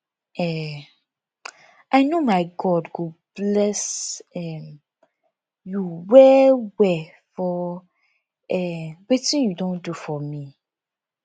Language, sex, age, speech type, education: Nigerian Pidgin, female, 15-29, spontaneous, tertiary